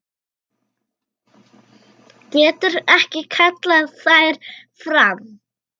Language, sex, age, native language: Icelandic, female, 8, Icelandic